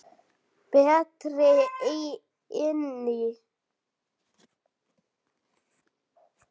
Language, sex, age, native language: Icelandic, male, 7, Icelandic